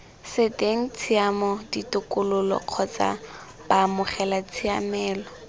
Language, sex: Tswana, female